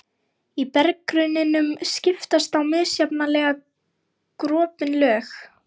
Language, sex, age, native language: Icelandic, female, 18-19, Lithuanian